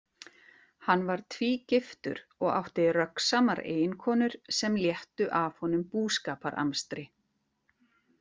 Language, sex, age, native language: Icelandic, female, 40-49, Icelandic